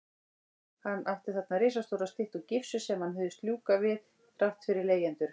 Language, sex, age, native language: Icelandic, female, 18-19, Icelandic